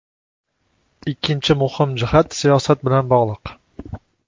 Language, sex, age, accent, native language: Uzbek, male, 25-34, Toshkent shahri, Uzbek